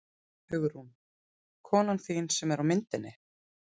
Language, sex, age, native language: Icelandic, female, 30-39, Icelandic